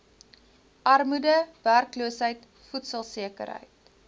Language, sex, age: Afrikaans, female, 19